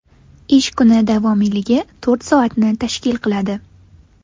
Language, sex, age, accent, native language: Uzbek, female, 19-29, Farg'ona, Uzbek